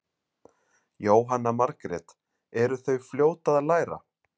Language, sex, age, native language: Icelandic, male, 30-39, Icelandic